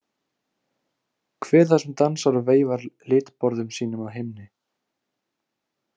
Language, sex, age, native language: Icelandic, male, 18-19, Icelandic